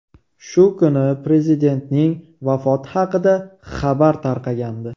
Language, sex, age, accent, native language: Uzbek, male, 18-24, Namangan, Uzbek